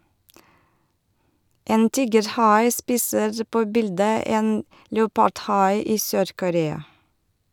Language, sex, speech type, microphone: Norwegian, female, read, Shure